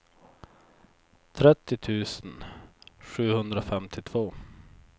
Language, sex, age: Swedish, male, 24